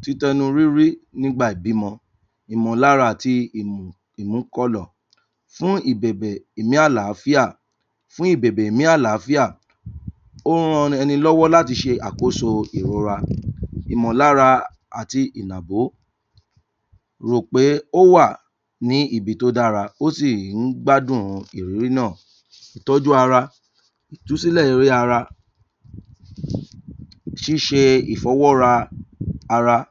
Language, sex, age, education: Yoruba, male, 30-45, tertiary